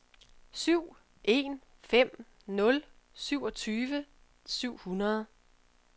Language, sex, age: Danish, female, 31